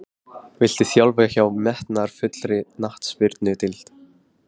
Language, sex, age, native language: Icelandic, male, 15, Icelandic